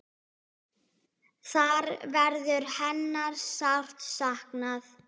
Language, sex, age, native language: Icelandic, female, 10, Icelandic